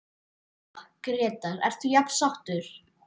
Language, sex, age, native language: Icelandic, male, 12, Icelandic